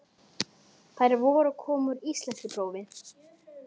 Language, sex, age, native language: Icelandic, male, 11, Icelandic